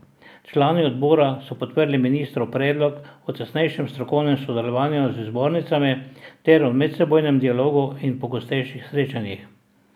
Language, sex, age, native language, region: Slovenian, male, 60+, Slovenian, Drava region